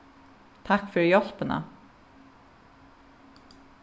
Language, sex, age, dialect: Faroese, female, 36-60, Suðuroy